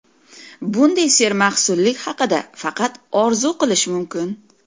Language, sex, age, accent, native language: Uzbek, female, 40-49, Toshkent viloyati, Uzbek